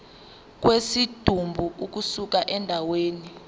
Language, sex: Zulu, female